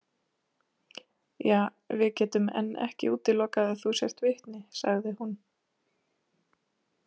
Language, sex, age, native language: Icelandic, female, 30-39, Icelandic